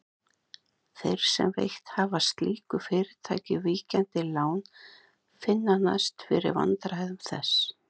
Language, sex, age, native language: Icelandic, other, 30-39, Icelandic